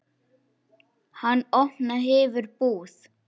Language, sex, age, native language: Icelandic, male, 8, Icelandic